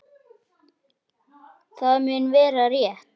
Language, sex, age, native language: Icelandic, male, 8, Icelandic